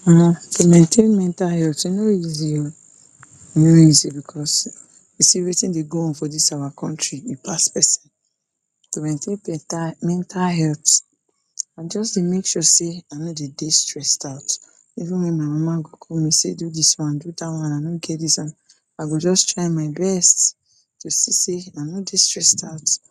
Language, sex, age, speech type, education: Nigerian Pidgin, female, 46-60, spontaneous, tertiary